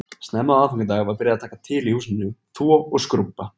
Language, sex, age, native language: Icelandic, male, 20-29, Icelandic